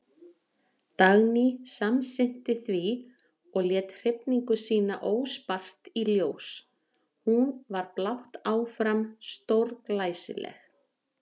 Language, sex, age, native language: Icelandic, female, 40-49, Icelandic